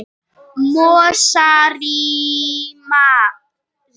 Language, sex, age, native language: Icelandic, female, 18-19, Icelandic